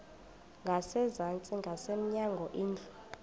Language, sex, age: Xhosa, female, 26